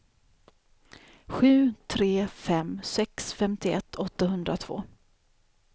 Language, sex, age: Swedish, female, 28